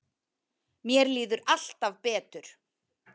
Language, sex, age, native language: Icelandic, female, 30-39, Icelandic